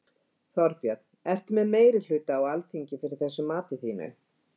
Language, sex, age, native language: Icelandic, female, 50-59, Icelandic